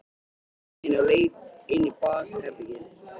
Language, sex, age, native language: Icelandic, male, 13, Icelandic